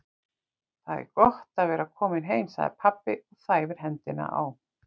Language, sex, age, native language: Icelandic, female, 40-49, Icelandic